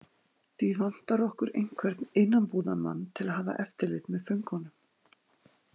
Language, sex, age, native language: Icelandic, female, 40-49, Icelandic